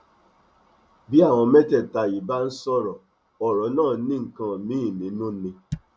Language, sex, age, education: Yoruba, male, 30-45, tertiary